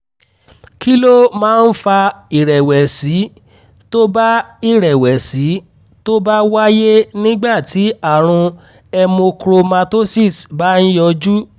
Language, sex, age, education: Yoruba, male, 15-29, tertiary